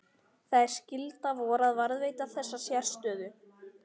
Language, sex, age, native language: Icelandic, female, 13, Icelandic